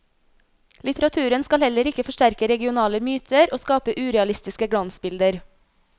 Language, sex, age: Norwegian, female, 26